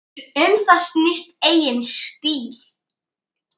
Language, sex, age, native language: Icelandic, male, 9, Icelandic